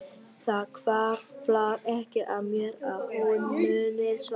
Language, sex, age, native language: Icelandic, male, 11, Vietnamese